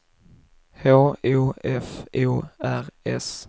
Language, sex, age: Swedish, male, 21